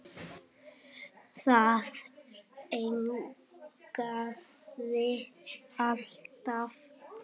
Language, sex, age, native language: Icelandic, male, 7, Icelandic